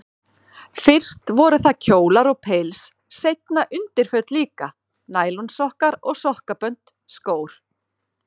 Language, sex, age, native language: Icelandic, female, 30-39, Icelandic